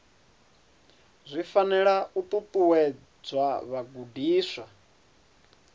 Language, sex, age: Venda, male, 30